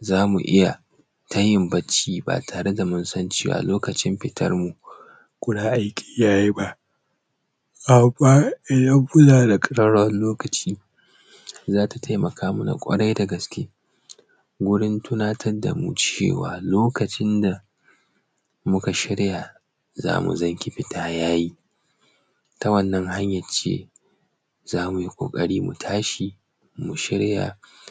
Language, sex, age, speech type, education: Hausa, male, 15-29, spontaneous, tertiary